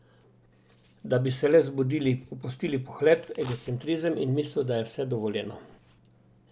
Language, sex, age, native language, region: Slovenian, male, 60+, Slovenian, Drava region